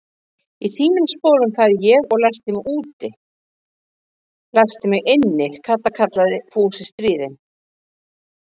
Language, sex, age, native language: Icelandic, female, 50-59, Icelandic